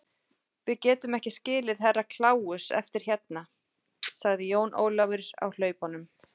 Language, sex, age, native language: Icelandic, female, 40-49, Icelandic